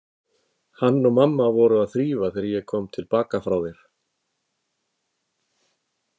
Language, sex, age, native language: Icelandic, male, 50-59, Icelandic